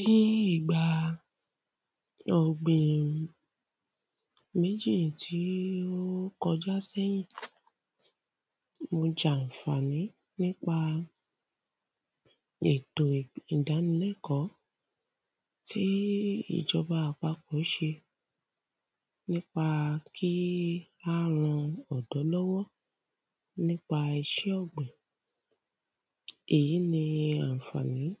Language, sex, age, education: Yoruba, female, 30-45, tertiary